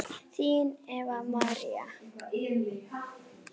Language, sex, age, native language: Icelandic, female, 9, Icelandic